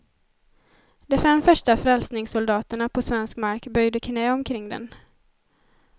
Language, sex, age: Swedish, female, 20